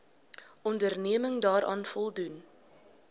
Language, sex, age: Afrikaans, female, 19